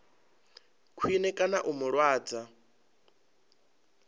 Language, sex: Venda, male